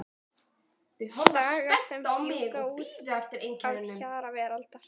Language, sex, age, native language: Icelandic, female, 12, Icelandic